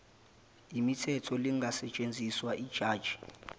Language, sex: Zulu, male